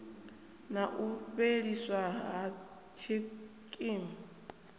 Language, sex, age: Venda, female, 28